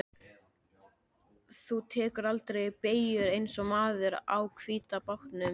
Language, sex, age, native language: Icelandic, male, 13, Icelandic